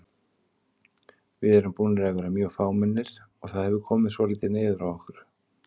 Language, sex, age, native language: Icelandic, male, 50-59, Icelandic